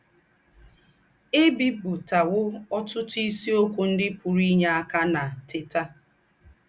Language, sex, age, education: Igbo, female, 30-45, tertiary